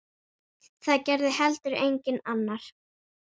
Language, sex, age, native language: Icelandic, female, 9, Icelandic